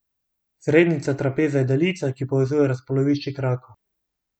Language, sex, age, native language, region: Slovenian, male, 18-29, Slovenian, Gorenjska region